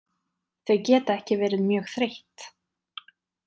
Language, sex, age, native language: Icelandic, female, 30-39, Icelandic